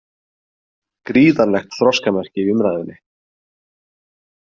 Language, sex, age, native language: Icelandic, male, 20-29, Icelandic